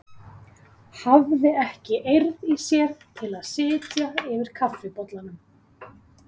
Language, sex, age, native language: Icelandic, female, 30-39, Icelandic